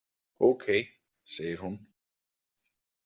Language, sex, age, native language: Icelandic, male, 40-49, Icelandic